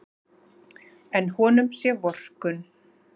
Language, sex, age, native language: Icelandic, female, 30-39, Icelandic